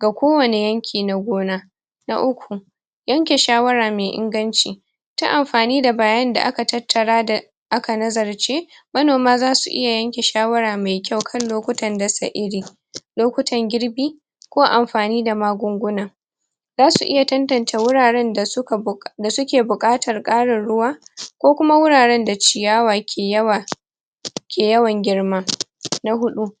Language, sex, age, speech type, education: Hausa, female, 15-29, spontaneous, tertiary